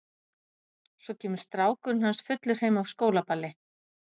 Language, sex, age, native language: Icelandic, female, 50-59, Icelandic